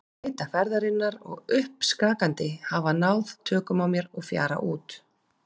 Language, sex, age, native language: Icelandic, female, 40-49, Icelandic